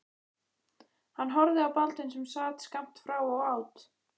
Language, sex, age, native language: Icelandic, female, 15, Icelandic